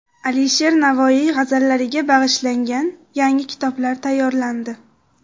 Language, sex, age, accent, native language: Uzbek, female, 12-17, Jizzax, Uzbek